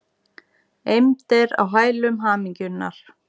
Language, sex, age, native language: Icelandic, female, 40-49, Icelandic